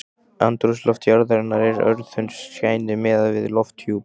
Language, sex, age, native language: Icelandic, male, 15, Icelandic